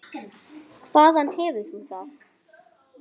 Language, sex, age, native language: Icelandic, female, 8, Icelandic